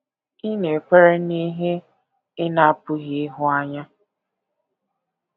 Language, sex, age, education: Igbo, female, 15-29, tertiary